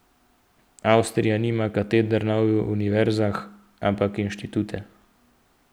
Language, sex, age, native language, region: Slovenian, male, 18-29, Slovenian, Central Slovenia